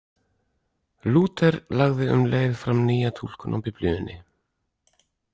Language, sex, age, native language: Icelandic, male, 40-49, Icelandic